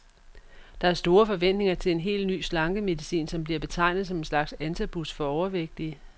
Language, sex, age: Danish, female, 44